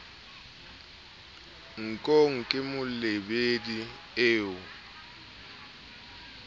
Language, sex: Southern Sotho, male